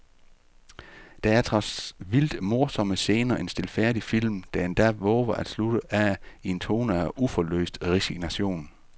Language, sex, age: Danish, male, 48